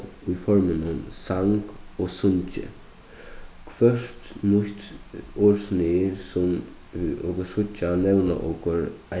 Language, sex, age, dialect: Faroese, male, 15-35, Suðuroy